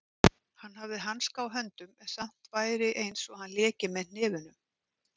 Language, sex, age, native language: Icelandic, female, 50-59, Icelandic